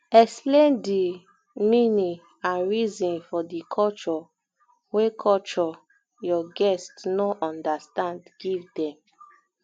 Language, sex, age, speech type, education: Nigerian Pidgin, female, 15-29, spontaneous, tertiary